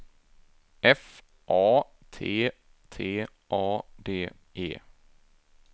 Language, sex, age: Swedish, male, 24